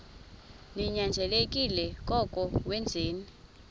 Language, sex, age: Xhosa, female, 26